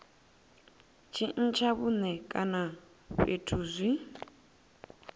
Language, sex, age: Venda, female, 24